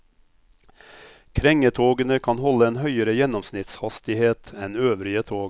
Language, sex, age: Norwegian, male, 57